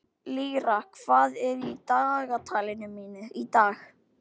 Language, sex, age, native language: Icelandic, male, 12, Icelandic